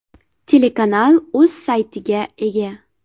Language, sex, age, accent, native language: Uzbek, female, 18-24, Farg'ona, Uzbek